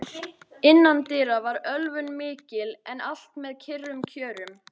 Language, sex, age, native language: Icelandic, female, 13, Icelandic